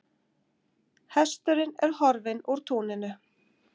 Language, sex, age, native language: Icelandic, female, 50-59, Icelandic